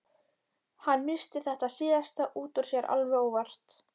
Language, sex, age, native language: Icelandic, female, 12, Icelandic